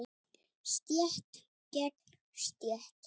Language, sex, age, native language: Icelandic, female, 7, Icelandic